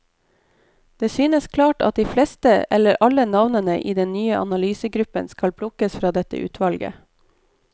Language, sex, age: Norwegian, female, 29